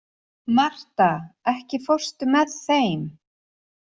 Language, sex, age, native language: Icelandic, female, 40-49, Icelandic